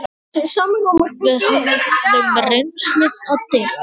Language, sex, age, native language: Icelandic, male, 10, Icelandic